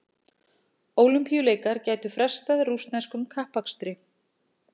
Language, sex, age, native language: Icelandic, female, 40-49, Icelandic